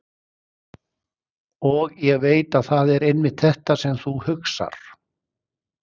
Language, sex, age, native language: Icelandic, male, 60-69, Icelandic